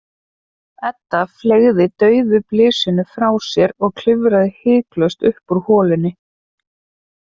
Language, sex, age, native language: Icelandic, female, 30-39, Icelandic